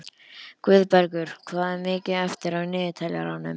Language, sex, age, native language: Icelandic, male, 11, Icelandic